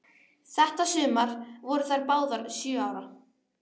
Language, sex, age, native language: Icelandic, female, 12, Icelandic